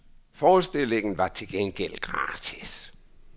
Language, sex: Danish, male